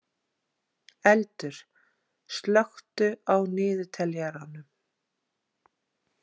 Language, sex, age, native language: Icelandic, female, 40-49, Icelandic